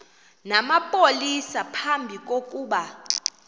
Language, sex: Xhosa, female